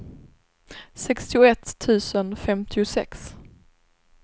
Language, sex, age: Swedish, female, 26